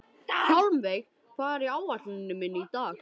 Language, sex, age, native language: Icelandic, male, 13, Icelandic